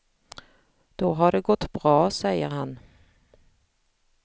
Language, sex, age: Swedish, female, 45